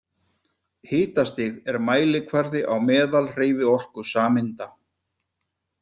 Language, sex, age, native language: Icelandic, male, 50-59, Icelandic